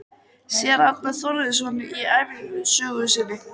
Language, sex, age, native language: Icelandic, female, 13, Icelandic